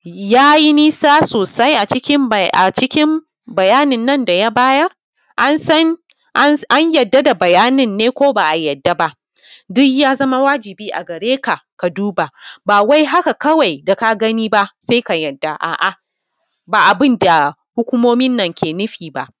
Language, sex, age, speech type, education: Hausa, female, 15-29, spontaneous, tertiary